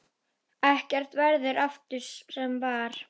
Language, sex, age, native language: Icelandic, female, 10, Icelandic